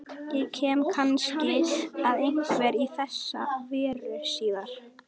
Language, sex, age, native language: Icelandic, female, 11, Icelandic